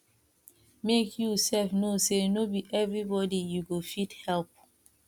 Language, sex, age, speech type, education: Nigerian Pidgin, female, 30-45, spontaneous, tertiary